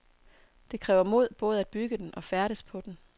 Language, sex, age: Danish, female, 27